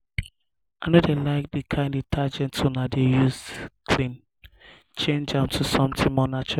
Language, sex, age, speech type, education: Nigerian Pidgin, male, 15-29, spontaneous, tertiary